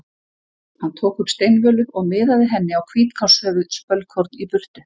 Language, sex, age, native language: Icelandic, female, 50-59, Icelandic